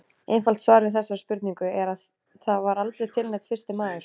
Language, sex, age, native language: Icelandic, female, 30-39, Icelandic